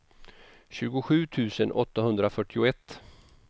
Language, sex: Swedish, male